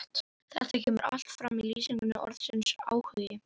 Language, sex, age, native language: Icelandic, female, 11, Icelandic